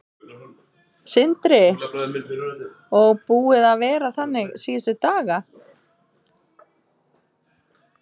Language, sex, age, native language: Icelandic, female, 30-39, Icelandic